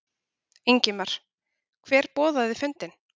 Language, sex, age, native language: Icelandic, female, 30-39, Icelandic